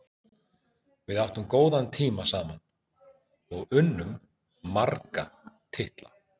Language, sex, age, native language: Icelandic, male, 40-49, Icelandic